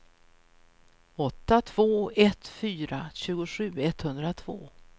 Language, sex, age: Swedish, female, 64